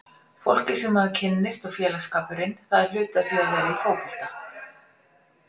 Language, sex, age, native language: Icelandic, female, 40-49, Icelandic